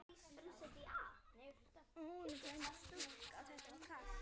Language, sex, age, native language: Icelandic, female, 9, Icelandic